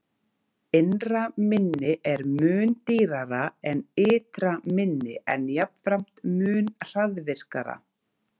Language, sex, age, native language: Icelandic, female, 30-39, Icelandic